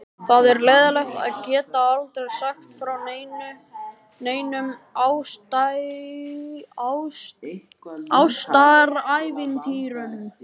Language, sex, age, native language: Icelandic, male, 13, Icelandic